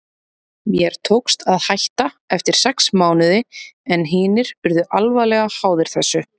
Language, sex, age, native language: Icelandic, female, 30-39, Icelandic